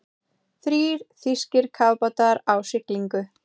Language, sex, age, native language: Icelandic, female, 30-39, Icelandic